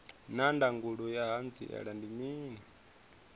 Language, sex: Venda, male